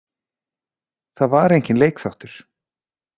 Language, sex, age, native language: Icelandic, male, 40-49, Icelandic